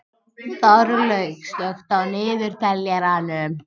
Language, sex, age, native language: Icelandic, other, 18-19, Icelandic